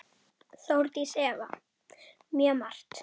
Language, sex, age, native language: Icelandic, female, 10, Icelandic